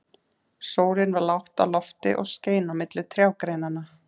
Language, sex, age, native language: Icelandic, female, 30-39, Icelandic